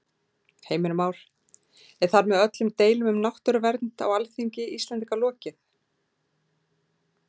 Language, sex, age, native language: Icelandic, female, 40-49, Icelandic